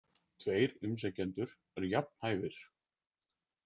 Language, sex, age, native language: Icelandic, male, 40-49, Icelandic